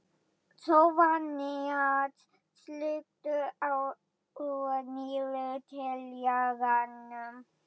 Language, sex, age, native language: Icelandic, female, 11, German